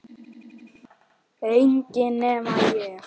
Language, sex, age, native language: Icelandic, male, 9, Icelandic